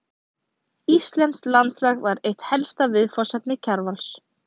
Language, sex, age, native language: Icelandic, female, 30-39, Icelandic